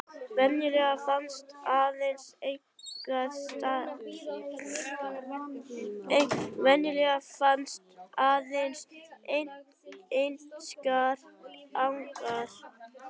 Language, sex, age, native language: Icelandic, female, 18-19, Icelandic